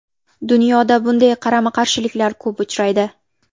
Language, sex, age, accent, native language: Uzbek, female, 18-24, Toshkent shahri, Uzbek